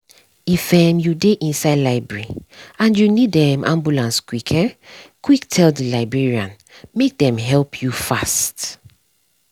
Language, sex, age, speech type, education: Nigerian Pidgin, female, 30-45, spontaneous, tertiary